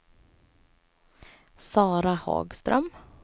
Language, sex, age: Swedish, female, 27